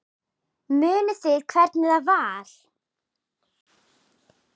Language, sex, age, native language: Icelandic, female, 10, Icelandic